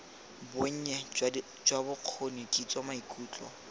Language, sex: Tswana, male